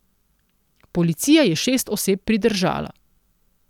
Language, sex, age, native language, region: Slovenian, female, 30-49, Slovenian, Central Slovenia